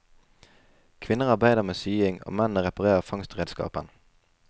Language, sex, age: Norwegian, male, 20